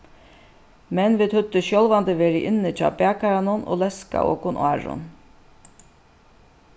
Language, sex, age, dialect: Faroese, female, 36-60, Suðuroy